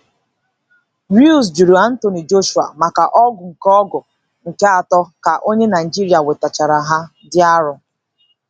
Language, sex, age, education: Igbo, female, 15-29, tertiary